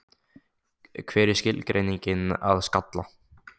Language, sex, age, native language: Icelandic, male, 15, Icelandic